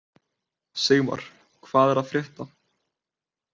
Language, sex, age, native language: Icelandic, male, 18-19, Icelandic